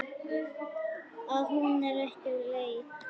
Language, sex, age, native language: Icelandic, female, 9, Icelandic